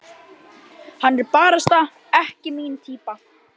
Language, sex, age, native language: Icelandic, male, 12, Icelandic